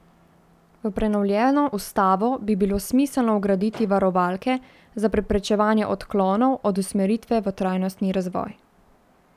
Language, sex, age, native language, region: Slovenian, female, 18-29, Slovenian, Central Slovenia